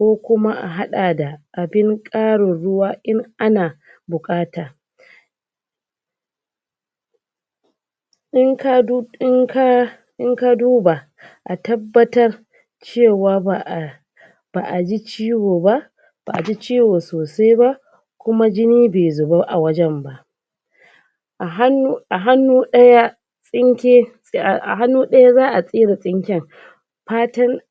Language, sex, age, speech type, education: Hausa, female, 30-45, spontaneous, tertiary